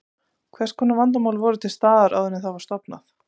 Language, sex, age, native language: Icelandic, female, 30-39, Icelandic